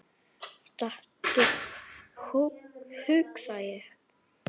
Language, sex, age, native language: Icelandic, male, 9, Icelandic